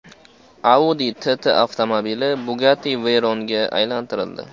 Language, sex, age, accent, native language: Uzbek, male, 18-24, Farg'ona, Uzbek